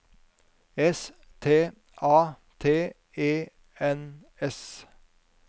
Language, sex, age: Norwegian, male, 50